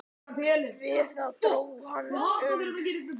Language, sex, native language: Icelandic, male, Icelandic